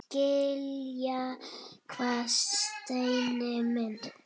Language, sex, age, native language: Icelandic, female, 7, Icelandic